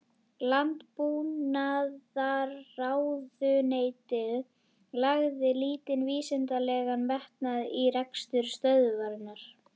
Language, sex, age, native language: Icelandic, female, 11, Icelandic